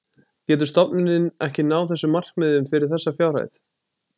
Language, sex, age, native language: Icelandic, male, 20-29, Icelandic